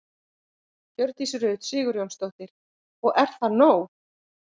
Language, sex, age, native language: Icelandic, female, 50-59, Icelandic